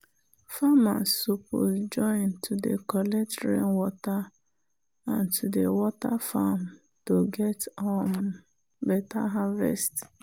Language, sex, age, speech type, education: Nigerian Pidgin, female, 30-45, spontaneous, tertiary